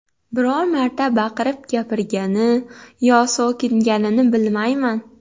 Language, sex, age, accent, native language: Uzbek, female, 18-24, Xorazm, Uzbek